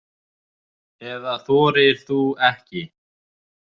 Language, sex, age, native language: Icelandic, male, 20-29, Icelandic